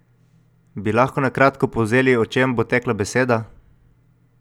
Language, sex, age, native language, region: Slovenian, male, 18-29, Slovenian, Coastal Karst region